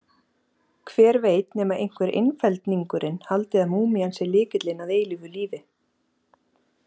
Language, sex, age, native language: Icelandic, female, 30-39, Icelandic